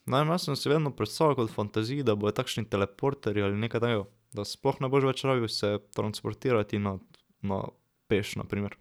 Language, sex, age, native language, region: Slovenian, male, 12-17, Slovenian, Drava region